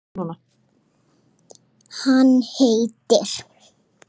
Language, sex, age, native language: Icelandic, female, 5, Icelandic